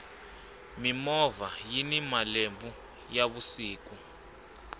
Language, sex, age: Tsonga, male, 25